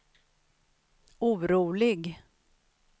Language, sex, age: Swedish, female, 63